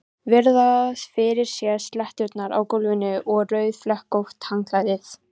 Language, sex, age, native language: Icelandic, female, 14, Icelandic